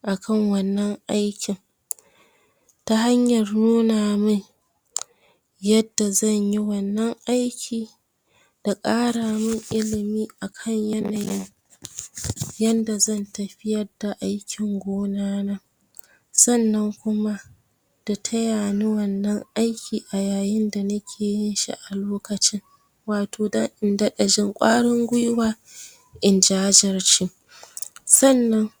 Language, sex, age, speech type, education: Hausa, female, 46-60, spontaneous, tertiary